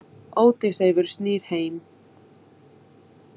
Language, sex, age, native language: Icelandic, female, 20-29, Icelandic